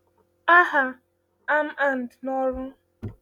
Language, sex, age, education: Igbo, female, 15-29, tertiary